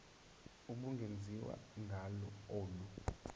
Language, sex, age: Xhosa, male, 26